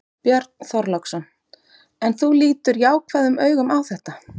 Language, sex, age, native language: Icelandic, female, 30-39, Icelandic